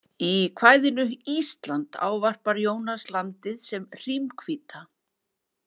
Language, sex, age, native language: Icelandic, female, 40-49, Icelandic